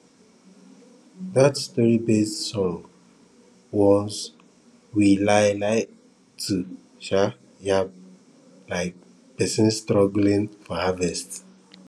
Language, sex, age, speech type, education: Nigerian Pidgin, female, 15-29, spontaneous, tertiary